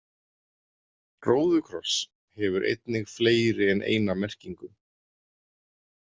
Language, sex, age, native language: Icelandic, male, 30-39, Icelandic